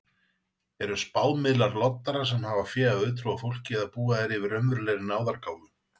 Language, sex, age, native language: Icelandic, male, 40-49, Icelandic